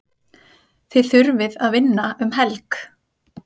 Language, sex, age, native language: Icelandic, female, 30-39, Icelandic